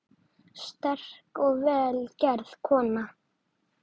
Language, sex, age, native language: Icelandic, male, 9, Icelandic